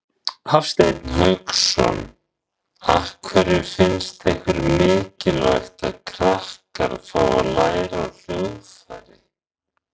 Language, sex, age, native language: Icelandic, male, 40-49, Icelandic